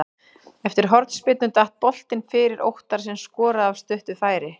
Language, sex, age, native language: Icelandic, female, 40-49, Icelandic